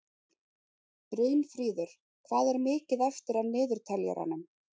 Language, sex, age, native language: Icelandic, female, 30-39, Icelandic